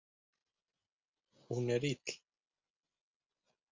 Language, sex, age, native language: Icelandic, male, 20-29, Icelandic